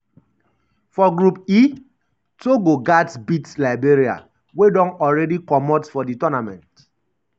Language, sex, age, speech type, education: Nigerian Pidgin, male, 30-45, spontaneous, secondary